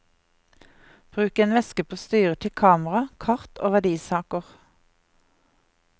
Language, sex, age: Norwegian, female, 50